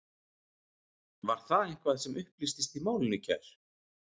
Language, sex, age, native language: Icelandic, male, 40-49, Icelandic